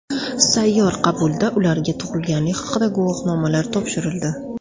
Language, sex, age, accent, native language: Uzbek, female, 19-29, Toshkent shahri, Uzbek